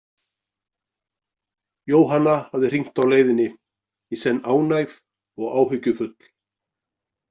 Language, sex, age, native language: Icelandic, male, 40-49, Icelandic